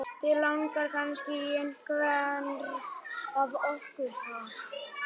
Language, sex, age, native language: Icelandic, male, 11, Icelandic